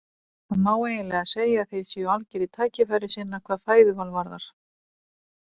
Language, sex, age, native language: Icelandic, female, 40-49, Icelandic